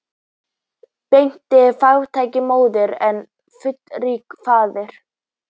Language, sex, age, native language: Icelandic, female, 18-19, Icelandic